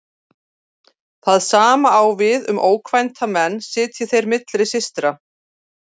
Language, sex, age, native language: Icelandic, female, 40-49, Icelandic